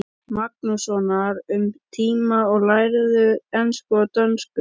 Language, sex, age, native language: Icelandic, male, 12, Icelandic